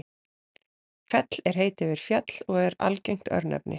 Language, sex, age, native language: Icelandic, female, 40-49, Icelandic